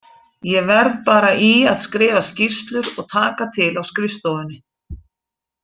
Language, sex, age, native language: Icelandic, female, 40-49, Icelandic